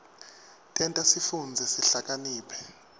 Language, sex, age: Swati, male, 23